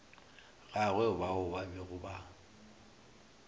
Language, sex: Northern Sotho, male